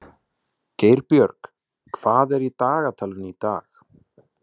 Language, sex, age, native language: Icelandic, male, 20-29, Icelandic